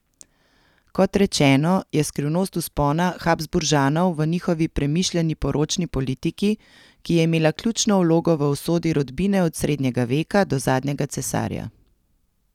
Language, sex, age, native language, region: Slovenian, female, 30-49, Slovenian, Central Slovenia